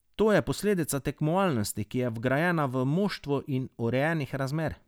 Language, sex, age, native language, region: Slovenian, male, 30-49, Slovenian, Drava region